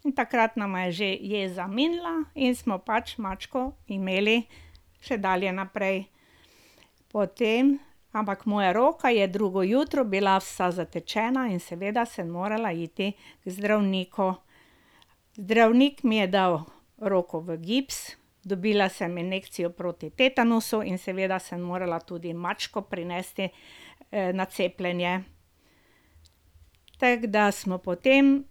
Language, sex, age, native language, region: Slovenian, female, 60+, Slovenian, Drava region